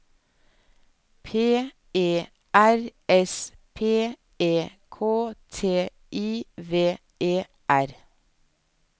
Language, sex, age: Norwegian, female, 47